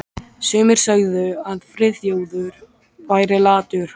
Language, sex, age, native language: Icelandic, male, 13, Icelandic